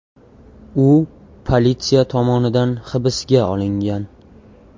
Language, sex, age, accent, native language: Uzbek, male, 18-24, Toshkent viloyati, Uzbek